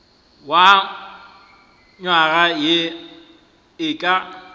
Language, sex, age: Northern Sotho, male, 23